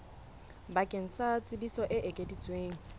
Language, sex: Southern Sotho, female